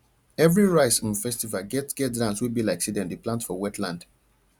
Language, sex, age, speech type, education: Nigerian Pidgin, male, 30-45, spontaneous, tertiary